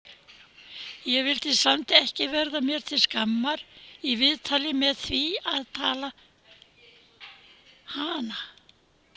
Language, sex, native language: Icelandic, female, Icelandic